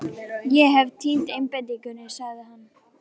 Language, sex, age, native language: Icelandic, other, 12, Icelandic